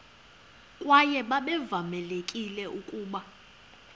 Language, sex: Xhosa, female